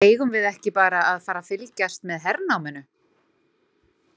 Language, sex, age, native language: Icelandic, female, 40-49, Icelandic